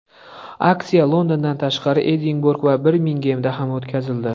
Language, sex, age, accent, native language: Uzbek, male, 25-34, Andijon, Uzbek